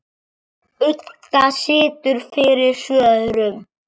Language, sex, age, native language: Icelandic, male, 7, Icelandic